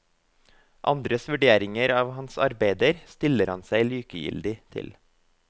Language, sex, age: Norwegian, male, 24